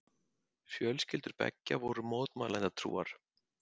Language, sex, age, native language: Icelandic, male, 50-59, Icelandic